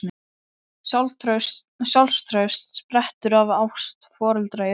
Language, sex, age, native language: Icelandic, male, 12, Icelandic